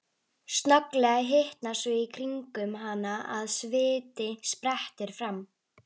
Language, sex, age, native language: Icelandic, female, 11, Icelandic